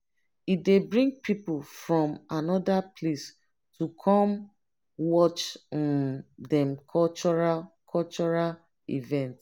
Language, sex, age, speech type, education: Nigerian Pidgin, female, 30-45, spontaneous, tertiary